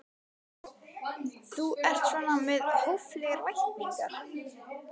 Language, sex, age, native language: Icelandic, female, 12, Icelandic